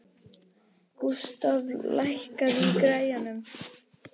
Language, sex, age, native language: Icelandic, male, 12, Icelandic